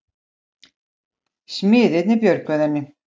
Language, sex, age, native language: Icelandic, female, 60-69, Icelandic